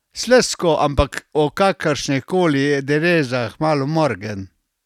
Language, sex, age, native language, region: Slovenian, male, 60+, Slovenian, Carinthia region